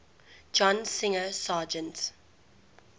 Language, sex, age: English, female, 19